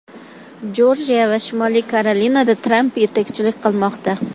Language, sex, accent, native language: Uzbek, female, Toshkent shahri, Uzbek